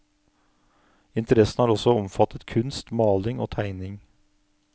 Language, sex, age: Norwegian, male, 49